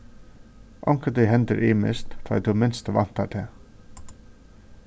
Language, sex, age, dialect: Faroese, male, 36-60, Suðurstreymoy